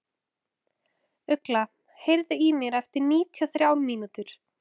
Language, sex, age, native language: Icelandic, female, 14, Icelandic